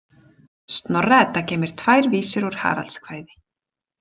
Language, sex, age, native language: Icelandic, female, 40-49, Icelandic